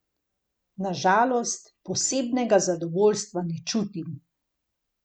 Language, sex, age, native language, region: Slovenian, female, 50-59, Slovenian, Gorenjska region